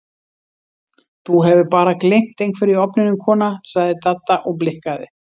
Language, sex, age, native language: Icelandic, female, 60-69, Icelandic